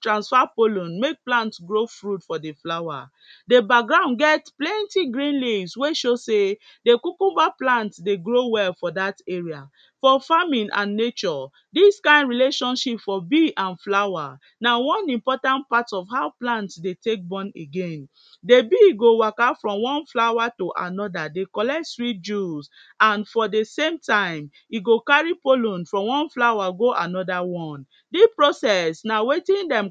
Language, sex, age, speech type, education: Nigerian Pidgin, female, 15-29, spontaneous, secondary